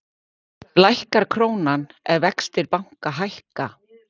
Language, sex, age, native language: Icelandic, female, 50-59, Icelandic